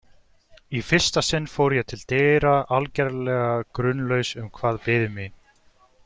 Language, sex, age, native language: Icelandic, male, 40-49, Icelandic